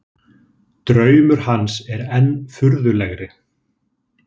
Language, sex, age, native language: Icelandic, male, 30-39, Icelandic